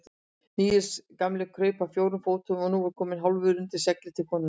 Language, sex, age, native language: Icelandic, female, 60-69, Icelandic